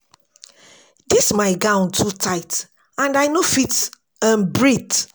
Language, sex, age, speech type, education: Nigerian Pidgin, female, 46-60, spontaneous, tertiary